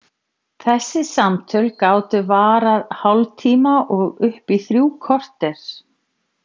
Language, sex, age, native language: Icelandic, female, 40-49, Icelandic